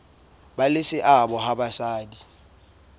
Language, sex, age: Southern Sotho, male, 22